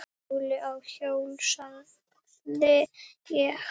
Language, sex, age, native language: Icelandic, female, 8, Icelandic